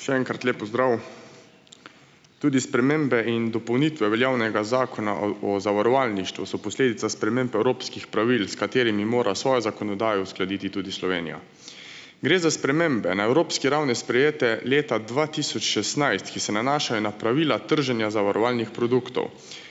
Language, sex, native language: Slovenian, male, Slovenian